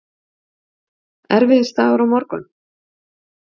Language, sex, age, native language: Icelandic, female, 50-59, Icelandic